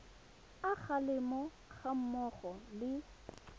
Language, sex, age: Tswana, female, 21